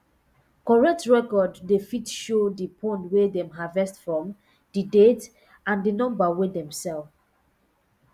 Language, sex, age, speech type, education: Nigerian Pidgin, female, 15-29, spontaneous, secondary